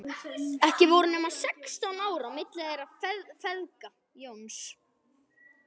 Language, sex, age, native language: Icelandic, male, 11, Icelandic